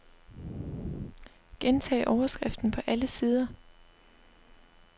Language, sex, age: Danish, female, 25